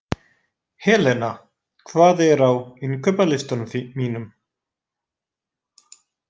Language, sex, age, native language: Icelandic, male, 20-29, Icelandic